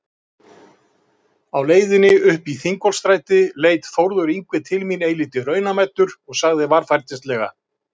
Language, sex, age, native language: Icelandic, male, 50-59, Icelandic